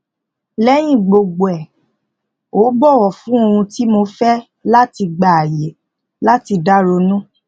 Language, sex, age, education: Yoruba, female, 15-29, tertiary